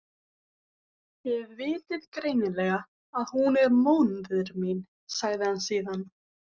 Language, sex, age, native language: Icelandic, female, 18-19, Icelandic